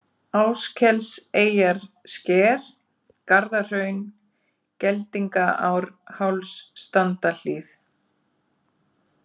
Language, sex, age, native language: Icelandic, female, 40-49, Icelandic